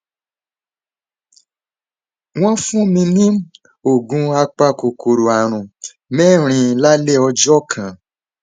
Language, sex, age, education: Yoruba, male, 15-29, tertiary